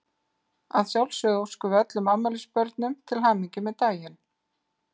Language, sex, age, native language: Icelandic, female, 50-59, Icelandic